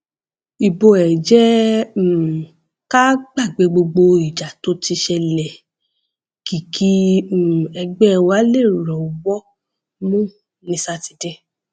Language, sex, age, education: Yoruba, female, 15-29, tertiary